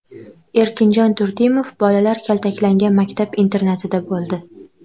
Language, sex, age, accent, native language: Uzbek, female, 12-17, Toshkent viloyati, Uzbek